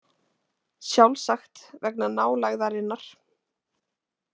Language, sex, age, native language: Icelandic, female, 20-29, Icelandic